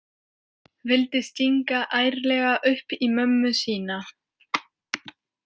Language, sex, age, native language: Icelandic, female, 18-19, French